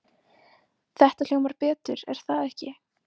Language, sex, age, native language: Icelandic, female, 18-19, Icelandic